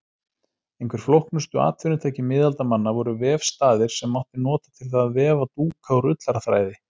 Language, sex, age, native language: Icelandic, male, 30-39, Icelandic